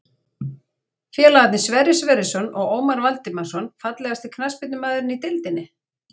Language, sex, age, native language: Icelandic, female, 40-49, Icelandic